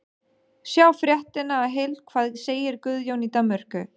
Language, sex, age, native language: Icelandic, male, 12, Danish